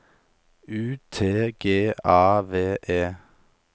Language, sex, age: Norwegian, male, 27